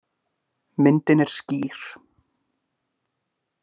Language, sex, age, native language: Icelandic, male, 20-29, Icelandic